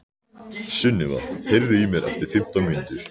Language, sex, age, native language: Icelandic, male, 14, Icelandic